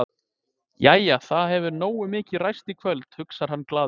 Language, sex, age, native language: Icelandic, male, 20-29, Icelandic